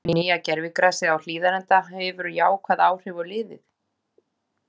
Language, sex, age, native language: Icelandic, female, 40-49, Icelandic